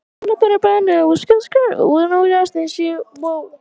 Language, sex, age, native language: Icelandic, female, 18-19, Icelandic